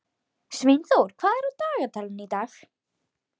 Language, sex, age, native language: Icelandic, female, 12, Icelandic